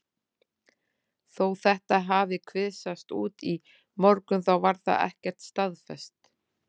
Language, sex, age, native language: Icelandic, female, 40-49, Icelandic